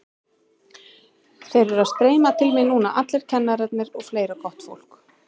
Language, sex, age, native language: Icelandic, female, 30-39, Icelandic